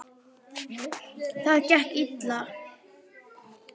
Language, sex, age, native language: Icelandic, female, 9, Icelandic